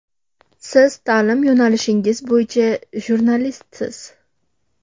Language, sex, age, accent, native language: Uzbek, female, 18-24, Namangan, Uzbek